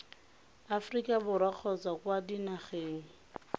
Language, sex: Tswana, female